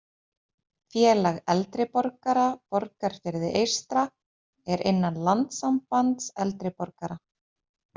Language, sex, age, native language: Icelandic, female, 30-39, Icelandic